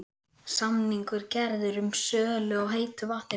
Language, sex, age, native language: Icelandic, male, 11, Icelandic